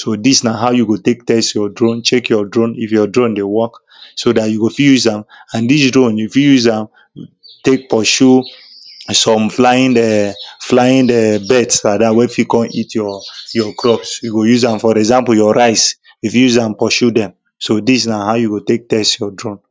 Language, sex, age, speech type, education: Nigerian Pidgin, male, 15-29, spontaneous, tertiary